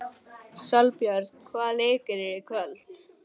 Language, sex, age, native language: Icelandic, male, 11, English